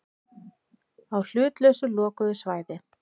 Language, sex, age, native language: Icelandic, female, 30-39, Icelandic